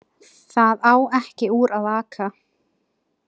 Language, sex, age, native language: Icelandic, female, 20-29, Icelandic